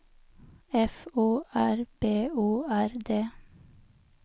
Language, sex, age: Norwegian, female, 23